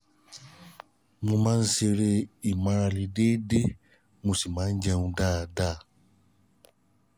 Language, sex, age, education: Yoruba, male, 30-45, tertiary